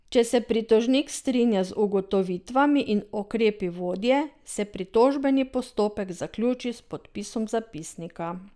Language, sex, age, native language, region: Slovenian, female, 50-59, Slovenian, Drava region